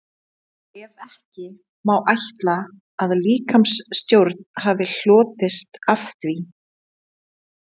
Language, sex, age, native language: Icelandic, female, 30-39, Icelandic